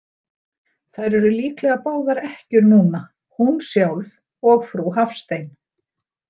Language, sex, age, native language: Icelandic, female, 60-69, Icelandic